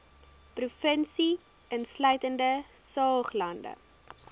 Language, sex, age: Afrikaans, female, 20